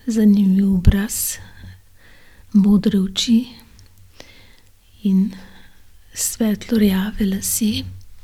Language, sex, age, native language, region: Slovenian, female, 60+, Slovenian, Gorenjska region